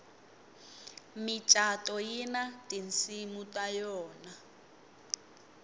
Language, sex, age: Tsonga, female, 22